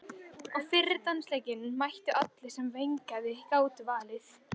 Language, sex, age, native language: Icelandic, female, 13, Icelandic